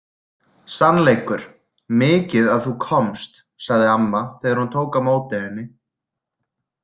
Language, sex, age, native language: Icelandic, male, 20-29, Icelandic